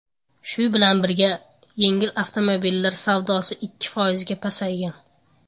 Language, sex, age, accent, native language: Uzbek, male, under 19, Andijon, Uzbek